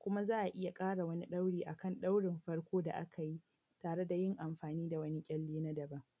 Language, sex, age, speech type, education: Hausa, female, 15-29, spontaneous, tertiary